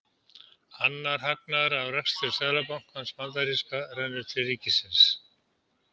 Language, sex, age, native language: Icelandic, male, 70-79, Icelandic